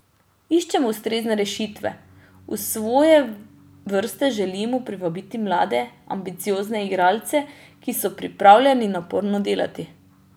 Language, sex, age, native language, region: Slovenian, female, 30-49, Slovenian, Drava region